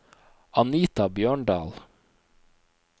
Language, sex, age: Norwegian, male, 29